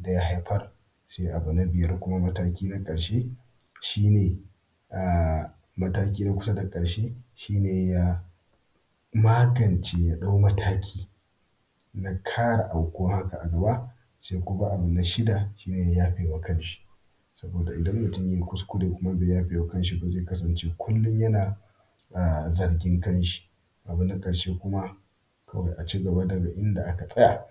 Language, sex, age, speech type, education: Hausa, male, 15-29, spontaneous, primary